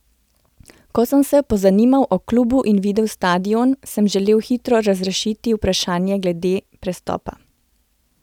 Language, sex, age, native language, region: Slovenian, female, 30-49, Slovenian, Central Slovenia